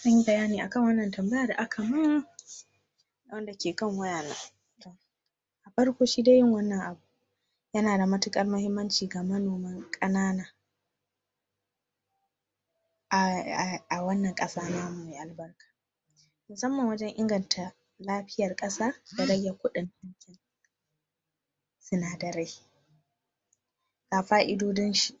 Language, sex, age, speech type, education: Hausa, female, 46-60, spontaneous, tertiary